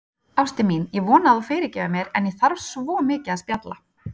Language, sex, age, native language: Icelandic, female, 30-39, Icelandic